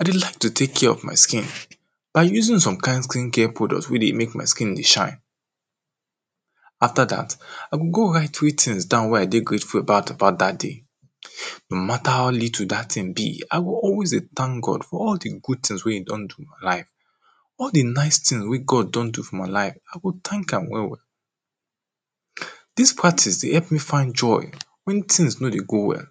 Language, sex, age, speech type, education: Nigerian Pidgin, male, 30-45, spontaneous, tertiary